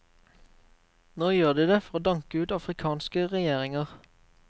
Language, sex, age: Norwegian, male, 23